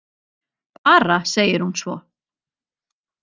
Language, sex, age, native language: Icelandic, female, 50-59, Icelandic